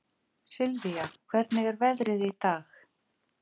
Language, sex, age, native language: Icelandic, female, 50-59, Icelandic